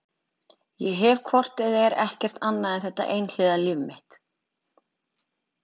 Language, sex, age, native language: Icelandic, female, 30-39, Icelandic